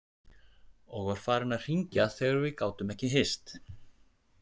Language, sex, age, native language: Icelandic, male, 40-49, Icelandic